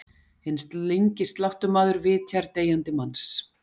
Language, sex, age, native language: Icelandic, female, 40-49, Icelandic